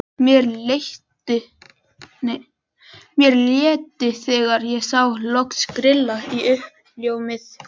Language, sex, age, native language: Icelandic, male, 11, Icelandic